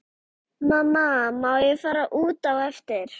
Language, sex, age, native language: Icelandic, other, 11, Icelandic